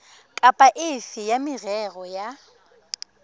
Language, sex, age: Tswana, female, 21